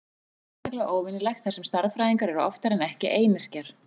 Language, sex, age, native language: Icelandic, female, 40-49, Icelandic